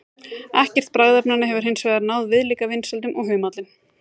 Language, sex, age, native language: Icelandic, female, 30-39, Icelandic